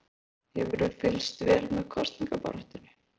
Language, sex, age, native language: Icelandic, female, 20-29, Icelandic